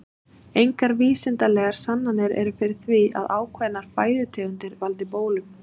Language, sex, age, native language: Icelandic, female, 30-39, Icelandic